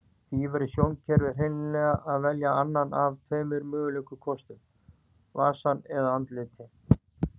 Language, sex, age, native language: Icelandic, male, 40-49, Icelandic